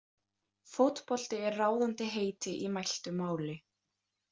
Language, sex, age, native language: Icelandic, female, 18-19, Icelandic